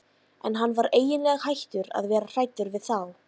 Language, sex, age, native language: Icelandic, female, 13, Icelandic